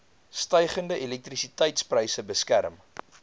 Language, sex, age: Afrikaans, male, 22